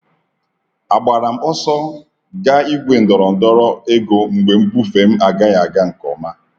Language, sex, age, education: Igbo, male, 30-45, tertiary